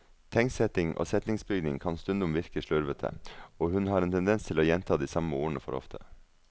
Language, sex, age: Norwegian, male, 42